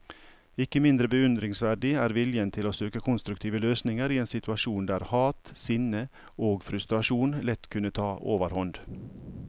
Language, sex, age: Norwegian, male, 55